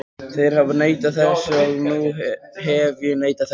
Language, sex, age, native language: Icelandic, male, 20-29, Icelandic